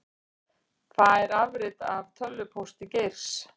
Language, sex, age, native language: Icelandic, female, 60-69, Icelandic